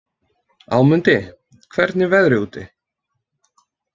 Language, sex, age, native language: Icelandic, male, 20-29, Icelandic